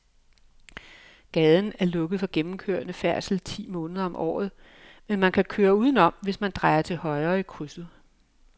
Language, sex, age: Danish, female, 56